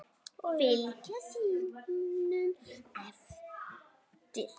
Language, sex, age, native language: Icelandic, female, 9, Icelandic